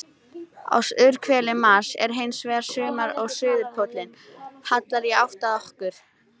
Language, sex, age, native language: Icelandic, female, 18-19, Icelandic